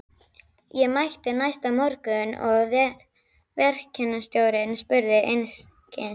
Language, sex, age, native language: Icelandic, female, 12, Icelandic